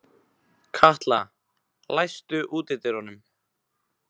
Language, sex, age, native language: Icelandic, male, 15, Icelandic